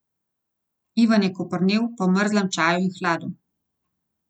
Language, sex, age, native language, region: Slovenian, female, 30-49, Slovenian, Gorenjska region